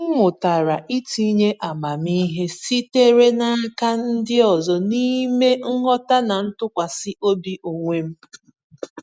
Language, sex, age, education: Igbo, female, 15-29, tertiary